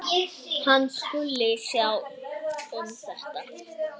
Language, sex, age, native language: Icelandic, other, 8, Icelandic